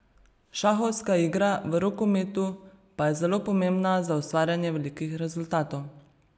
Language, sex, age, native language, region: Slovenian, female, 30-49, Slovenian, Savinja region